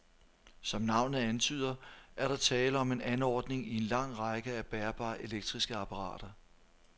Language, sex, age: Danish, male, 43